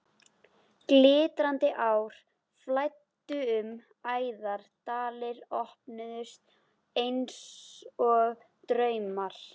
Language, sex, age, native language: Icelandic, female, 11, Icelandic